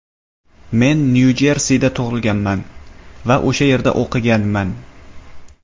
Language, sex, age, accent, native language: Uzbek, male, 19-29, Samarqand, Uzbek